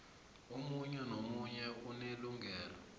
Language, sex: South Ndebele, male